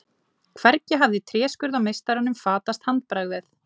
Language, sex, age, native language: Icelandic, female, 20-29, Icelandic